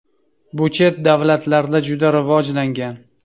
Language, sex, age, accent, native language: Uzbek, male, 25-34, Samarqand, Uzbek